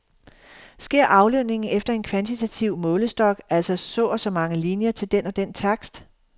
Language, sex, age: Danish, female, 51